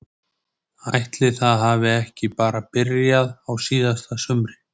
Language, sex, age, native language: Icelandic, male, 20-29, Icelandic